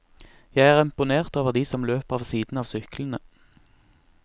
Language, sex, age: Norwegian, male, 24